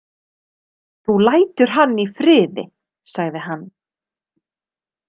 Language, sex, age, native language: Icelandic, female, 30-39, Icelandic